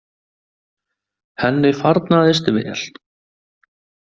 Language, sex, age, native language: Icelandic, male, 20-29, Icelandic